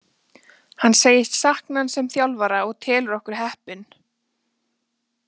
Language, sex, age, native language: Icelandic, female, 20-29, Icelandic